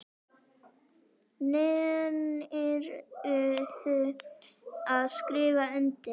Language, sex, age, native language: Icelandic, female, 9, Icelandic